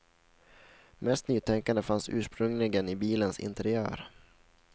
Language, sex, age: Swedish, male, 16